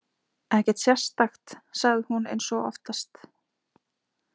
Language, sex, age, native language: Icelandic, female, 20-29, Icelandic